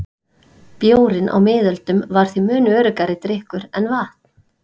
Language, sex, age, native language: Icelandic, female, 30-39, Icelandic